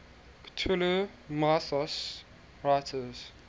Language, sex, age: English, male, 19